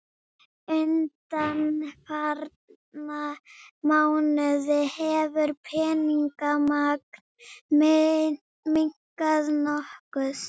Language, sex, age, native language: Icelandic, female, 30-39, Icelandic